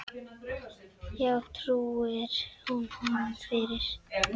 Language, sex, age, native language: Icelandic, female, 10, Icelandic